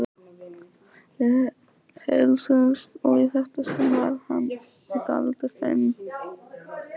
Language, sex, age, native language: Icelandic, male, 11, Icelandic